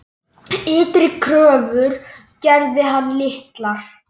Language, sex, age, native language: Icelandic, male, 10, Icelandic